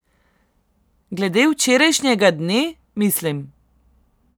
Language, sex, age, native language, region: Slovenian, female, 18-29, Slovenian, Central Slovenia